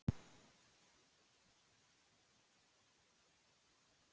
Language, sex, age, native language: Icelandic, female, 18-19, Icelandic